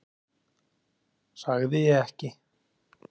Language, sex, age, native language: Icelandic, male, 30-39, Icelandic